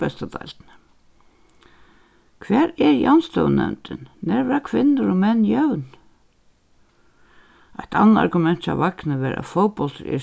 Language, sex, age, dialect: Faroese, female, 61+, Suðurstreymoy